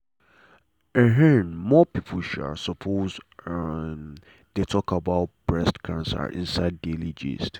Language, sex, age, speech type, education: Nigerian Pidgin, male, 15-29, spontaneous, tertiary